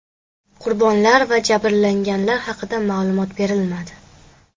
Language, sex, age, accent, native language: Uzbek, female, 12-17, Qashqadaryo, Uzbek